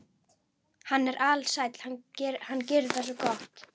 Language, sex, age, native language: Icelandic, female, 11, Icelandic